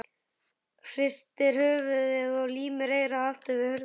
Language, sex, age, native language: Icelandic, male, 11, Icelandic